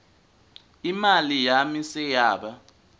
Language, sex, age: Swati, male, 20